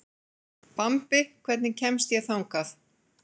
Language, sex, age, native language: Icelandic, female, 40-49, Icelandic